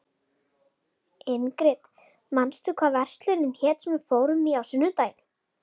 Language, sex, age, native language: Icelandic, female, 11, Icelandic